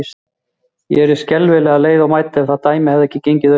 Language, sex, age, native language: Icelandic, male, 40-49, Icelandic